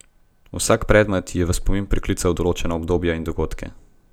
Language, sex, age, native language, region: Slovenian, male, 18-29, Slovenian, Gorenjska region